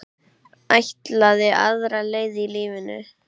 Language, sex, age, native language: Icelandic, male, 8, Icelandic